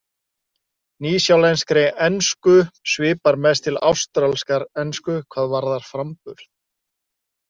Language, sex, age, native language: Icelandic, male, 30-39, Icelandic